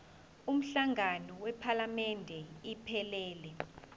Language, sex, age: Zulu, female, 20